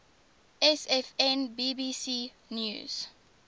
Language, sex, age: English, female, 19